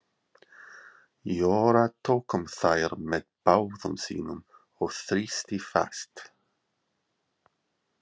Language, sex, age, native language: Icelandic, male, 40-49, English